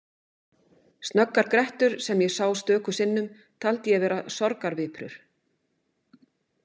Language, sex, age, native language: Icelandic, female, 50-59, Icelandic